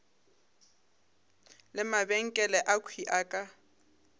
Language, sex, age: Northern Sotho, female, 22